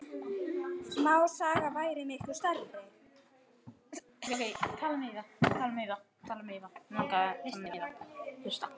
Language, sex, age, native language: Icelandic, male, 9, Icelandic